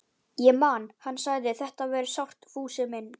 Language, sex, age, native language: Icelandic, male, 11, Icelandic